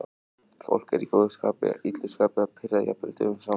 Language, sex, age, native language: Icelandic, male, 18-19, Icelandic